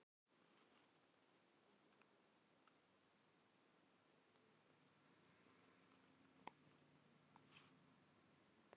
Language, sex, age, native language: Icelandic, female, 40-49, Filipino